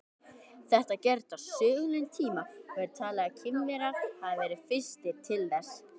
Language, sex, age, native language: Icelandic, female, 18-19, Icelandic